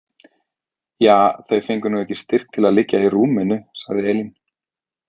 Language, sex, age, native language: Icelandic, male, 30-39, Icelandic